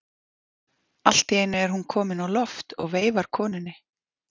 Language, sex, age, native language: Icelandic, female, 40-49, Icelandic